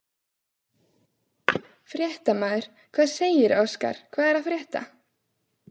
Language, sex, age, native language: Icelandic, female, 16, Icelandic